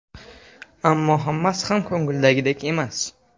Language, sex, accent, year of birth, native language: Uzbek, male, Toshkent shahri, 2002, Uzbek